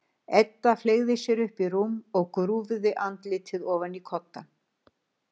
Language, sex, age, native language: Icelandic, female, 60-69, Icelandic